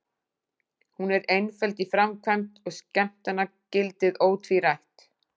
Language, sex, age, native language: Icelandic, female, 40-49, Icelandic